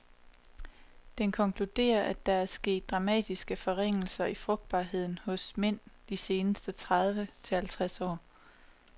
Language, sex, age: Danish, female, 27